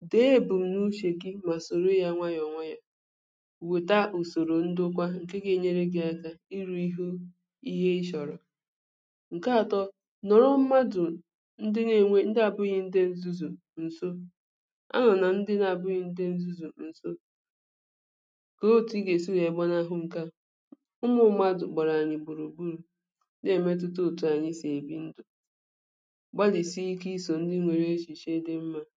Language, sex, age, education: Igbo, female, 30-45, primary